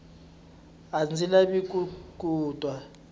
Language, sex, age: Tsonga, male, 20